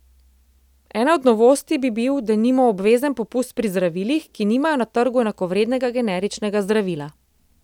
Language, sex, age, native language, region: Slovenian, female, 30-49, Slovenian, Central Slovenia